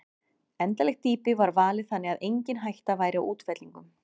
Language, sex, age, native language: Icelandic, female, 40-49, Icelandic